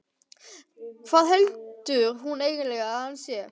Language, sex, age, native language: Icelandic, male, 12, Icelandic